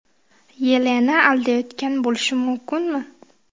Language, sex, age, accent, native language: Uzbek, female, 19-29, Qashqadaryo, Uzbek